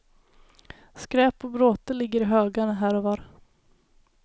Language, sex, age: Swedish, female, 19